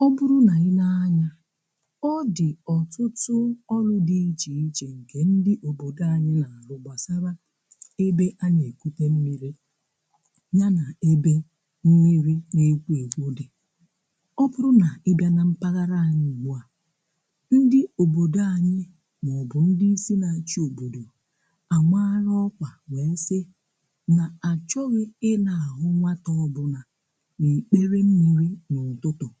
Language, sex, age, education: Igbo, female, 60+, tertiary